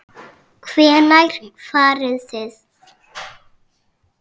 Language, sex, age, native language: Icelandic, female, 6, Icelandic